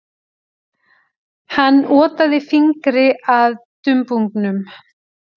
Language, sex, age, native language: Icelandic, female, 40-49, Icelandic